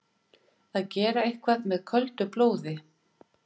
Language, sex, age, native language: Icelandic, female, 50-59, Icelandic